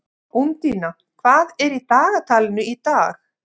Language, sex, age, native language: Icelandic, female, 50-59, Icelandic